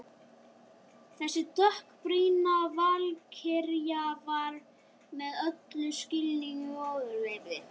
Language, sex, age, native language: Icelandic, male, 12, Icelandic